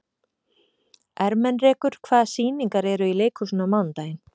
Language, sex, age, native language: Icelandic, female, 30-39, Icelandic